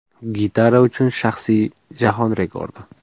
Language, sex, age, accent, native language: Uzbek, male, 25-34, Jizzax, Uzbek